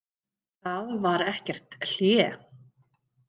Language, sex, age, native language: Icelandic, female, 50-59, Icelandic